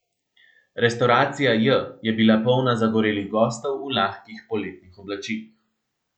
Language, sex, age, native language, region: Slovenian, male, 18-29, Slovenian, Central Slovenia